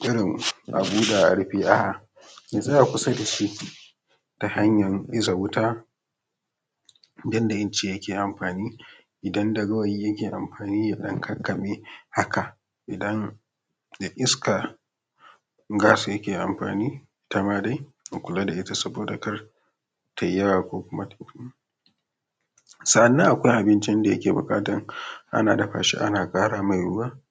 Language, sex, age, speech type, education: Hausa, male, 15-29, spontaneous, tertiary